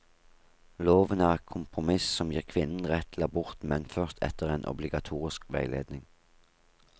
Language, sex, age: Norwegian, male, 38